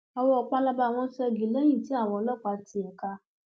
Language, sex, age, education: Yoruba, female, 15-29, tertiary